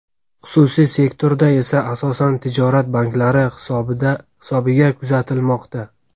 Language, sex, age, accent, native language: Uzbek, male, 19-29, Sirdaryo, Uzbek